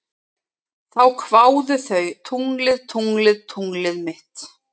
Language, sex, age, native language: Icelandic, female, 30-39, Icelandic